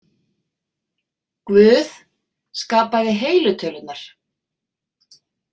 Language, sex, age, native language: Icelandic, female, 40-49, Icelandic